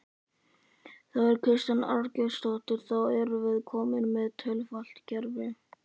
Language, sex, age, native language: Icelandic, male, 11, Icelandic